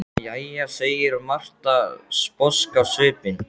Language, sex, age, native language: Icelandic, male, 12, Icelandic